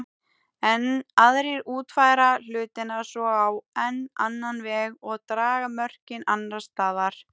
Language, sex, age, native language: Icelandic, female, 18-19, Icelandic